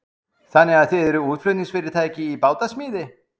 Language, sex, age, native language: Icelandic, male, 40-49, Icelandic